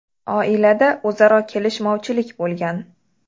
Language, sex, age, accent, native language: Uzbek, female, 12-17, Xorazm, Uzbek